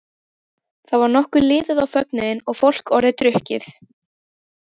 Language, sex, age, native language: Icelandic, female, 12, Icelandic